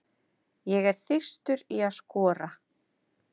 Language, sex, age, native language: Icelandic, female, 50-59, Icelandic